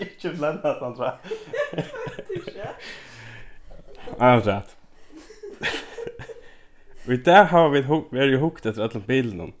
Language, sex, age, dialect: Faroese, male, 15-35, Norðurstreymoy/Eysturoy